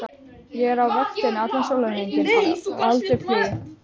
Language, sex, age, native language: Icelandic, other, 12, Icelandic